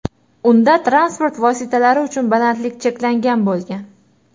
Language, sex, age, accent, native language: Uzbek, female, 18-24, Toshkent shahri, Uzbek